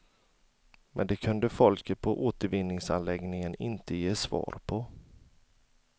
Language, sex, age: Swedish, male, 40